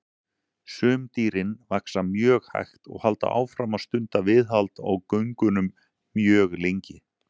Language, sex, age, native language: Icelandic, male, 40-49, Icelandic